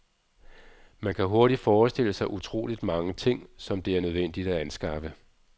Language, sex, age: Danish, male, 46